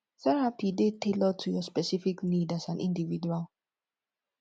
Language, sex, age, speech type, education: Nigerian Pidgin, female, 15-29, spontaneous, tertiary